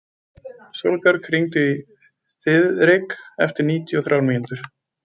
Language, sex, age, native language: Icelandic, male, 20-29, Icelandic